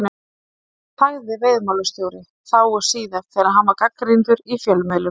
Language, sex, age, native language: Icelandic, female, 30-39, Icelandic